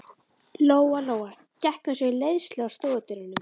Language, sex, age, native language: Icelandic, female, 12, Icelandic